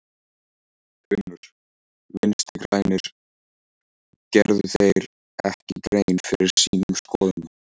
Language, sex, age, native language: Icelandic, male, 14, Icelandic